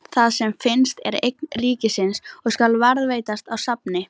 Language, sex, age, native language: Icelandic, female, 18-19, Icelandic